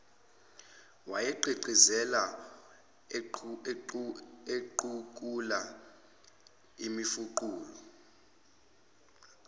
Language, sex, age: Zulu, male, 25